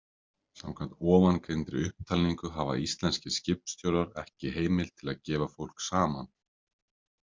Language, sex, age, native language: Icelandic, male, 30-39, Icelandic